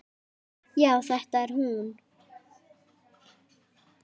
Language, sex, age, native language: Icelandic, female, 10, Icelandic